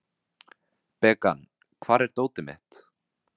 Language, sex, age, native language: Icelandic, male, 20-29, Vietnamese